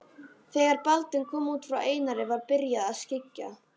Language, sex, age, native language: Icelandic, female, 12, Icelandic